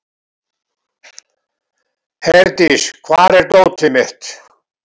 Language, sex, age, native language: Icelandic, male, 70-79, Icelandic